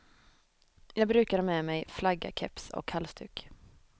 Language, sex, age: Swedish, female, 23